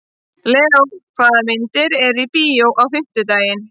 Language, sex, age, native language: Icelandic, female, 30-39, Icelandic